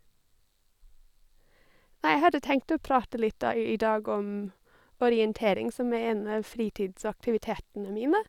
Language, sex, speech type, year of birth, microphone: Norwegian, female, spontaneous, 1985, Sennheiser